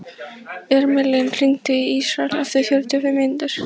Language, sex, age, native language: Icelandic, female, 14, Icelandic